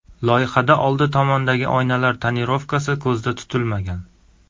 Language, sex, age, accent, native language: Uzbek, male, 18-24, Surxondaryo, Uzbek